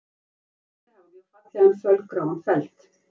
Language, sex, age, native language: Icelandic, female, 50-59, Icelandic